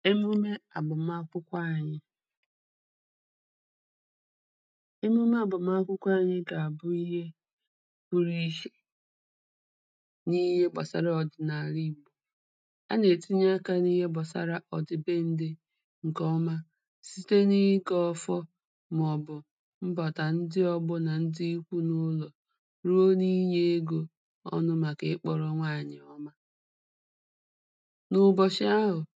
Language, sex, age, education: Igbo, female, 30-45, primary